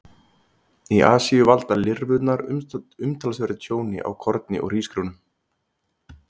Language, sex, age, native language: Icelandic, male, 30-39, Icelandic